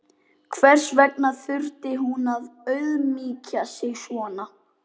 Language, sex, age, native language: Icelandic, male, 12, Icelandic